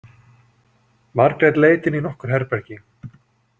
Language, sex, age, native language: Icelandic, male, 40-49, Icelandic